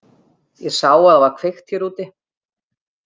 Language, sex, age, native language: Icelandic, female, 50-59, Icelandic